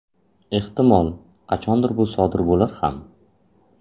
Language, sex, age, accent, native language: Uzbek, male, 25-34, Qashqadaryo, Uzbek